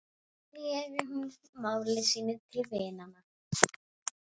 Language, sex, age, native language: Icelandic, female, 11, Icelandic